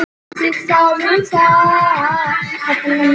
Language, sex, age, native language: Icelandic, female, 10, Icelandic